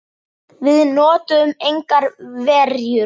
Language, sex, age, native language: Icelandic, male, 8, Icelandic